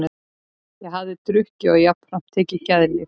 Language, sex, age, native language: Icelandic, female, 13, Icelandic